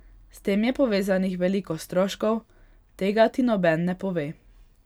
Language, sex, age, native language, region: Slovenian, female, 18-29, Hungarian, Pomurje region